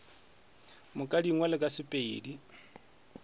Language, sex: Northern Sotho, male